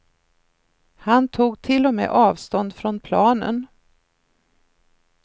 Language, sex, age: Swedish, female, 53